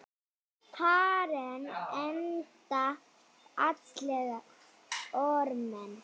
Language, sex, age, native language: Icelandic, female, 9, Icelandic